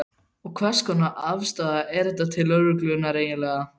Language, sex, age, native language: Icelandic, male, 12, Icelandic